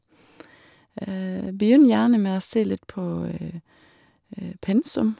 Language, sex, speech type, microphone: Norwegian, female, spontaneous, Shure